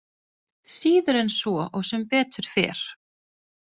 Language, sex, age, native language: Icelandic, female, 30-39, Danish